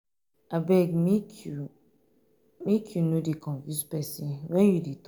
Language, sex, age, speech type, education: Nigerian Pidgin, female, 15-29, spontaneous, tertiary